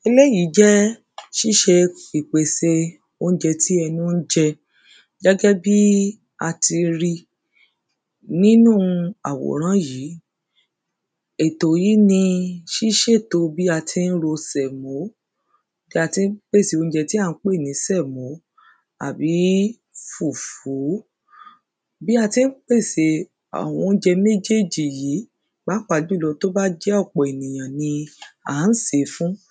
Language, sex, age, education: Yoruba, female, 30-45, secondary